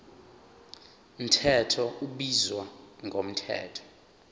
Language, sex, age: Zulu, male, 23